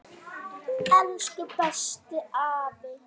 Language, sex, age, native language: Icelandic, female, 9, Icelandic